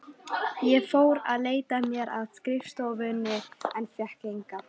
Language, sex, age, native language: Icelandic, female, 13, Icelandic